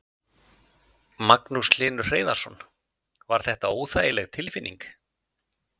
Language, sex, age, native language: Icelandic, male, 50-59, Icelandic